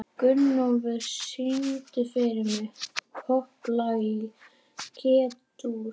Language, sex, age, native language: Icelandic, female, 11, Icelandic